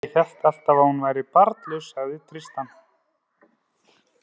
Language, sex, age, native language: Icelandic, male, 30-39, Icelandic